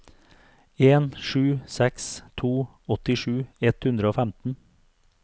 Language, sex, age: Norwegian, male, 42